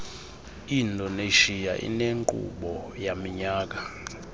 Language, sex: Xhosa, male